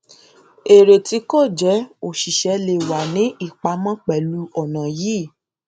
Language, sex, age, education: Yoruba, female, 15-29, tertiary